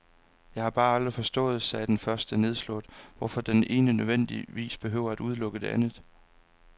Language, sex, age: Danish, male, 26